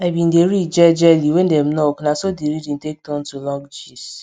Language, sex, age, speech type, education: Nigerian Pidgin, female, 15-29, spontaneous, secondary